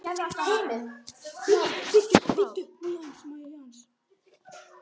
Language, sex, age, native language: Icelandic, male, 9, Icelandic